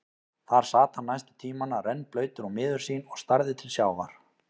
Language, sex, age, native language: Icelandic, male, 30-39, Icelandic